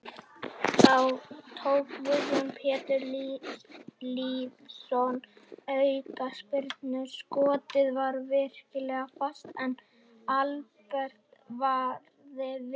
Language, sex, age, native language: Icelandic, male, 18-19, Icelandic